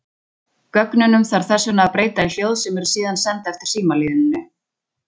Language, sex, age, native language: Icelandic, female, 20-29, Icelandic